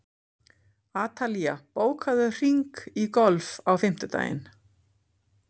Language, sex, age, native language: Icelandic, female, 50-59, Icelandic